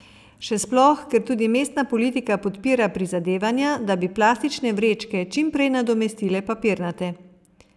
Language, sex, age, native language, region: Slovenian, female, 50-59, Slovenian, Savinja region